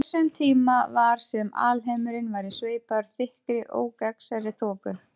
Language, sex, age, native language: Icelandic, female, 30-39, Icelandic